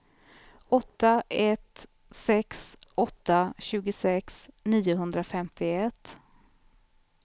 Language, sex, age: Swedish, female, 43